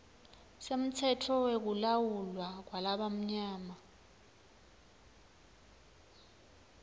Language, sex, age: Swati, female, 21